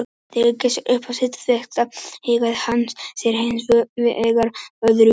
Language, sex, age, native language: Icelandic, male, 18-19, Icelandic